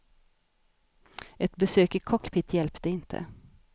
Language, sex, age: Swedish, female, 50